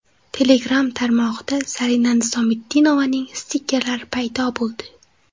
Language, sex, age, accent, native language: Uzbek, female, 18-24, Xorazm, Uzbek